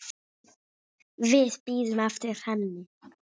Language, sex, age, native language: Icelandic, male, 6, Icelandic